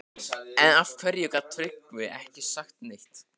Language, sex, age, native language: Icelandic, male, 15, Icelandic